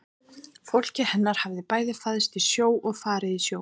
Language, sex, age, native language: Icelandic, female, 30-39, Icelandic